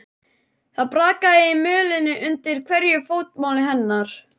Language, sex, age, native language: Icelandic, male, 11, Icelandic